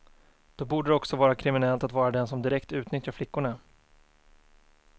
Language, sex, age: Swedish, male, 24